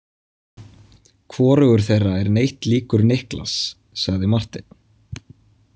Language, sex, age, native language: Icelandic, male, 20-29, Icelandic